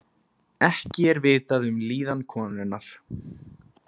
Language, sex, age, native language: Icelandic, male, 20-29, Icelandic